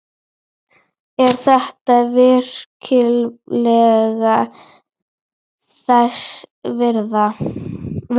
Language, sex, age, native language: Icelandic, female, 12, Icelandic